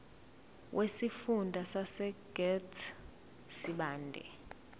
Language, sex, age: Zulu, female, 24